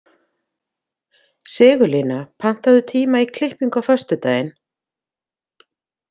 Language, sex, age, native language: Icelandic, female, 50-59, Icelandic